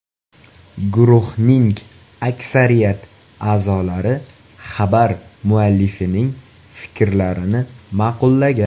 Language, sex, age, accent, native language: Uzbek, male, 18-24, Toshkent viloyati, Uzbek